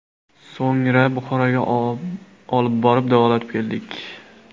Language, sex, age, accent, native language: Uzbek, male, 18-24, Surxondaryo, Uzbek